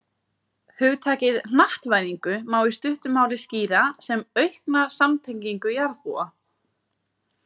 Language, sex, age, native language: Icelandic, female, 50-59, Icelandic